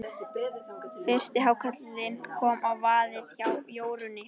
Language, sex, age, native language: Icelandic, female, 13, Icelandic